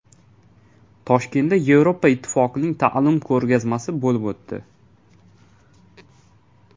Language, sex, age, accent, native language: Uzbek, male, 18-24, Toshkent viloyati, Uzbek